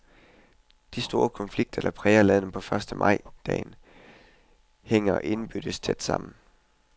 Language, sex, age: Danish, male, 21